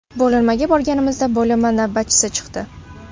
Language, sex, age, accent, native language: Uzbek, female, 12-17, Samarqand, Uzbek